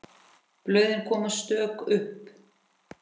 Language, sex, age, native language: Icelandic, female, 10, Icelandic